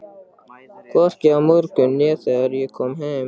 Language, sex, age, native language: Icelandic, male, 13, Icelandic